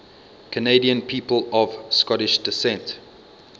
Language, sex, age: English, male, 22